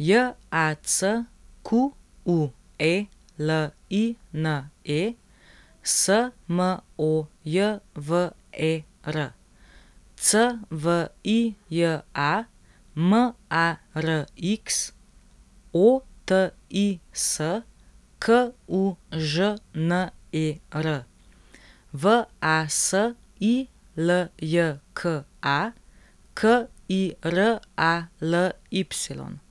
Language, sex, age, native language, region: Slovenian, female, 18-29, Slovenian, Central Slovenia